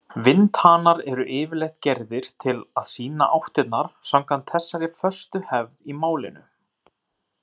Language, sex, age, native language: Icelandic, male, 30-39, Icelandic